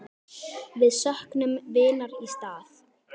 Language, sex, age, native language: Icelandic, female, 10, Icelandic